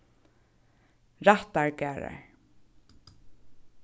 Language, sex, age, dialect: Faroese, female, 15-35, Suðurstreymoy